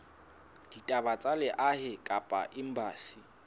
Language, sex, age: Southern Sotho, male, 22